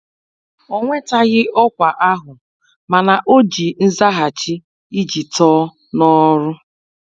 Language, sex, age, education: Igbo, female, 30-45, tertiary